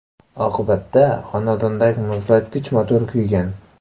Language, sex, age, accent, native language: Uzbek, male, 18-24, Samarqand, Uzbek